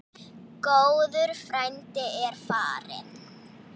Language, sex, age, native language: Icelandic, female, 9, Icelandic